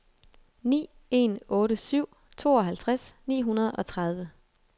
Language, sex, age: Danish, female, 22